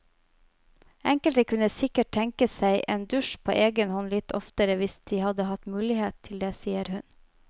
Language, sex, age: Norwegian, female, 25